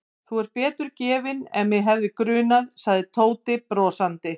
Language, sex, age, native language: Icelandic, female, 50-59, Icelandic